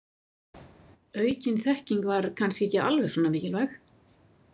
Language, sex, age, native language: Icelandic, female, 50-59, Icelandic